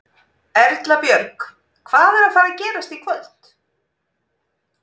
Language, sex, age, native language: Icelandic, female, 40-49, Icelandic